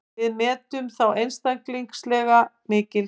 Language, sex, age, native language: Icelandic, female, 50-59, Icelandic